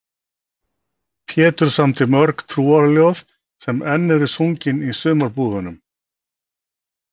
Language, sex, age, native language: Icelandic, male, 60-69, Icelandic